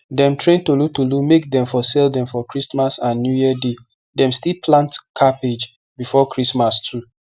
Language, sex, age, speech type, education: Nigerian Pidgin, male, 15-29, spontaneous, tertiary